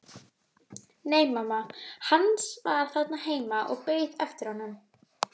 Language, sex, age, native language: Icelandic, female, 12, Icelandic